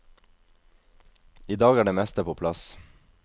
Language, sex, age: Norwegian, male, 22